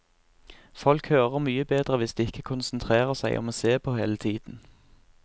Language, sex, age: Norwegian, male, 24